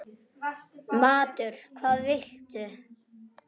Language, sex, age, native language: Icelandic, male, 9, Icelandic